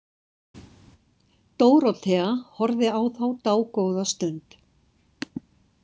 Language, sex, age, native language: Icelandic, female, 60-69, Icelandic